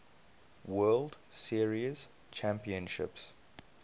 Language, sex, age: English, male, 22